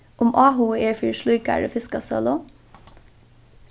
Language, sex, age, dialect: Faroese, female, 15-35, Norðuroyggjar